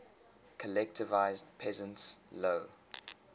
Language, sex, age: English, male, 23